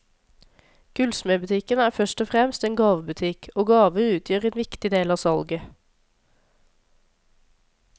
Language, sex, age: Norwegian, female, 26